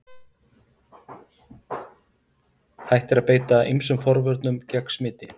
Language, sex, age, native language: Icelandic, male, 50-59, Icelandic